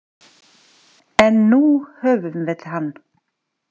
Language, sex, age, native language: Icelandic, female, 40-49, Icelandic